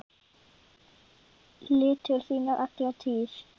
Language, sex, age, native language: Icelandic, female, 9, Icelandic